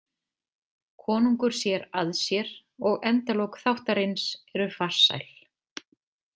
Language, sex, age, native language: Icelandic, female, 30-39, Icelandic